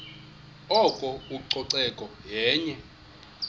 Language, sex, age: Xhosa, male, 21